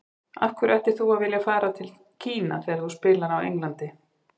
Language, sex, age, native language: Icelandic, female, 50-59, Icelandic